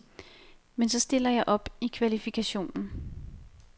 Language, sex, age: Danish, female, 28